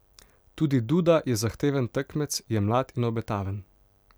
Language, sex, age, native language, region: Slovenian, male, 18-29, Slovenian, Pomurje region